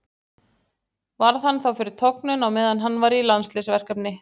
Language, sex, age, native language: Icelandic, female, 40-49, Icelandic